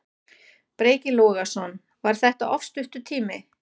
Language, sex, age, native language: Icelandic, female, 40-49, German